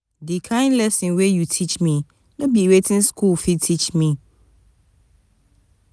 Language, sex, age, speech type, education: Nigerian Pidgin, female, 30-45, spontaneous, tertiary